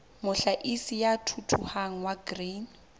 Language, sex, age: Southern Sotho, female, 20